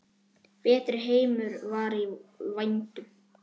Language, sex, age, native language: Icelandic, male, 9, Icelandic